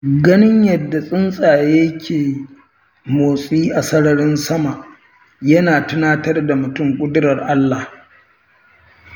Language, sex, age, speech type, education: Hausa, male, 60+, read, tertiary